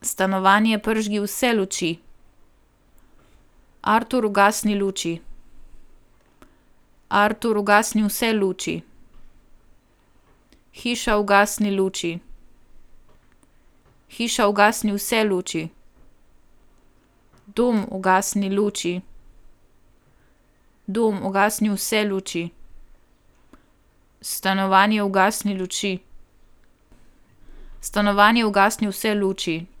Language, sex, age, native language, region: Slovenian, female, 18-29, Slovenian, Primorsko-notranjska region